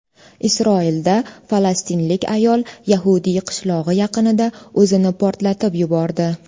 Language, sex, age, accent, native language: Uzbek, female, 18-24, Toshkent shahri, Uzbek